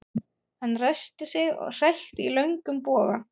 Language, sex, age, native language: Icelandic, female, 30-39, German